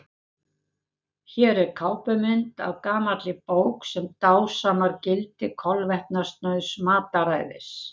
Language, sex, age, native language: Icelandic, female, 70-79, Icelandic